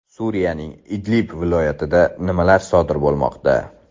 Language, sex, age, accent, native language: Uzbek, male, 18-24, Samarqand, Uzbek